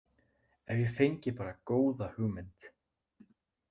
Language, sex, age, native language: Icelandic, male, 20-29, Icelandic